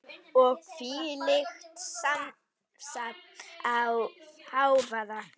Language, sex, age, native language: Icelandic, female, 9, Icelandic